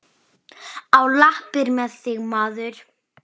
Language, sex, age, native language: Icelandic, female, 9, Icelandic